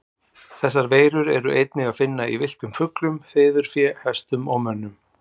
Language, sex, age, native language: Icelandic, male, 40-49, Icelandic